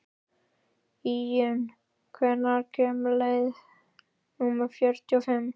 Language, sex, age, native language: Icelandic, male, 13, Icelandic